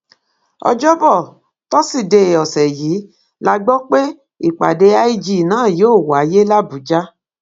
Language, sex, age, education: Yoruba, female, 46-60, tertiary